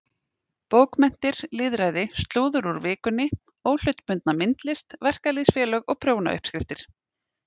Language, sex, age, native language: Icelandic, female, 30-39, Icelandic